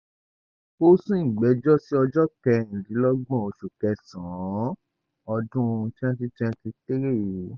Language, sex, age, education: Yoruba, male, 15-29, tertiary